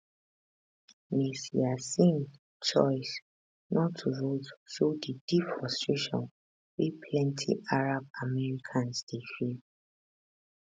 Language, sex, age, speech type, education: Nigerian Pidgin, female, 15-29, spontaneous, tertiary